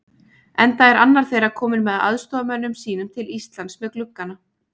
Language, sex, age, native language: Icelandic, female, 20-29, Icelandic